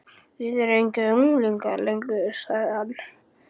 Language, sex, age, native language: Icelandic, male, 11, Icelandic